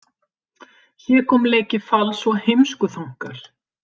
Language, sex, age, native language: Icelandic, female, 50-59, Icelandic